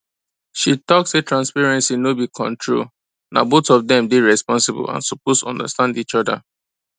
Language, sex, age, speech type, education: Nigerian Pidgin, male, 15-29, spontaneous, tertiary